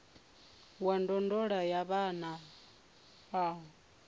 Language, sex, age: Venda, female, 24